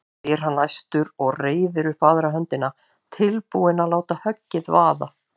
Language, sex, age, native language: Icelandic, female, 50-59, Icelandic